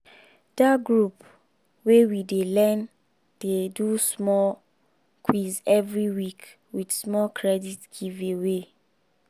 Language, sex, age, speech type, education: Nigerian Pidgin, female, 15-29, spontaneous, secondary